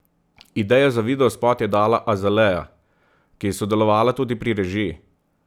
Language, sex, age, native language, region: Slovenian, male, 30-49, Slovenian, Southeast Slovenia